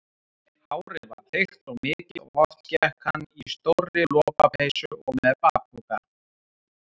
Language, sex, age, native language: Icelandic, male, 30-39, Icelandic